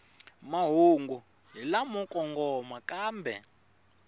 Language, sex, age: Tsonga, male, 21